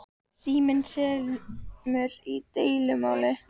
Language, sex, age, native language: Icelandic, female, 18-19, Icelandic